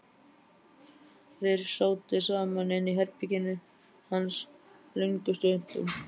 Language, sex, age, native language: Icelandic, male, 12, Icelandic